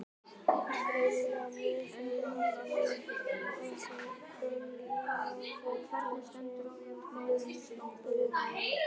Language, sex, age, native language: Icelandic, male, 18-19, Icelandic